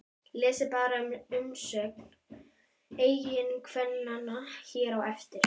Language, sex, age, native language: Icelandic, female, 12, Icelandic